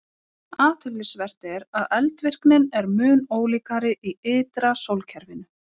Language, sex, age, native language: Icelandic, female, 30-39, Icelandic